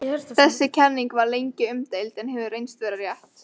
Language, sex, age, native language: Icelandic, female, 13, Icelandic